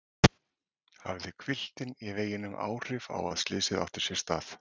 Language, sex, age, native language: Icelandic, male, 40-49, Icelandic